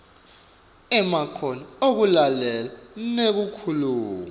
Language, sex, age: Swati, male, 24